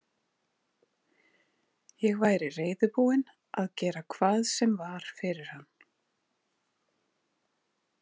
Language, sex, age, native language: Icelandic, female, 30-39, Icelandic